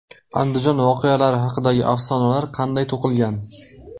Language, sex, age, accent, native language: Uzbek, male, 18-24, Qashqadaryo, Uzbek